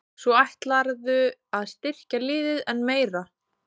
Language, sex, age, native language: Icelandic, female, 20-29, Icelandic